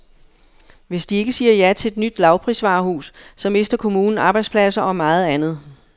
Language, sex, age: Danish, female, 59